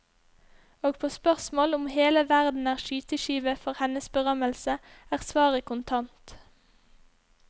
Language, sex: Norwegian, female